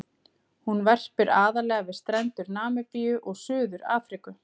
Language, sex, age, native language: Icelandic, female, 30-39, Icelandic